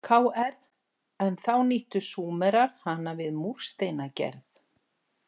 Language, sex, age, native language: Icelandic, female, 60-69, Icelandic